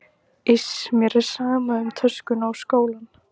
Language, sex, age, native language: Icelandic, female, 15, Icelandic